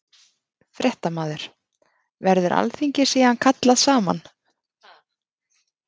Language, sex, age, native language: Icelandic, female, 30-39, Icelandic